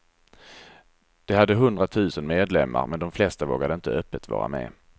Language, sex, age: Swedish, male, 34